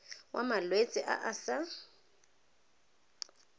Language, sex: Tswana, female